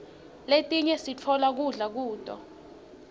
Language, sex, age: Swati, female, 21